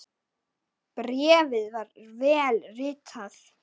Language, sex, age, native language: Icelandic, male, 9, Icelandic